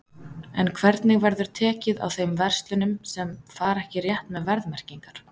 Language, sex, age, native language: Icelandic, female, 30-39, Icelandic